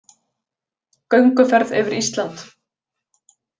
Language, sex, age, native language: Icelandic, female, 20-29, Icelandic